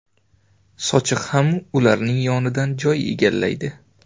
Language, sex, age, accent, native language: Uzbek, male, 25-34, Navoiy, Uzbek